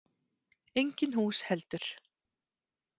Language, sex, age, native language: Icelandic, female, 30-39, Icelandic